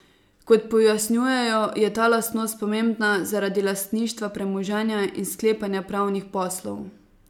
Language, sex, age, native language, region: Slovenian, female, 18-29, Slovenian, Savinja region